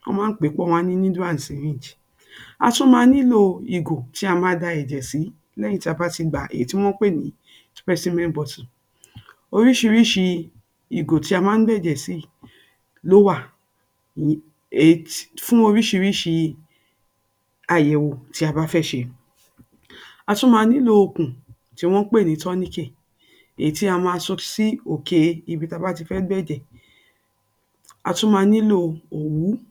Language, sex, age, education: Yoruba, female, 60+, tertiary